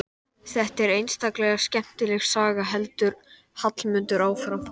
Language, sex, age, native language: Icelandic, male, 12, Icelandic